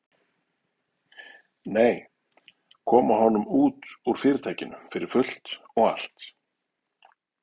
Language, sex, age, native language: Icelandic, male, 40-49, Icelandic